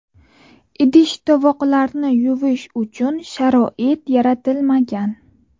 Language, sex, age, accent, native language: Uzbek, female, 18-24, Buxoro, Uzbek